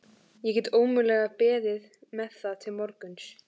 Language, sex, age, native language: Icelandic, female, 14, Icelandic